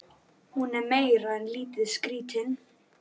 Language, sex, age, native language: Icelandic, female, 12, Icelandic